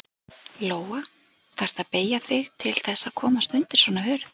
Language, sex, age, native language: Icelandic, female, 40-49, Icelandic